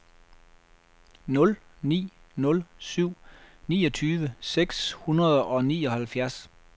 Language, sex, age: Danish, male, 33